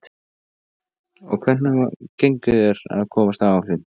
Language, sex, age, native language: Icelandic, male, 14, Icelandic